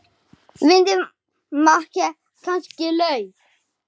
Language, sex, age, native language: Icelandic, female, 8, Icelandic